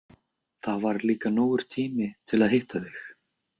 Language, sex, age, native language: Icelandic, male, 20-29, Icelandic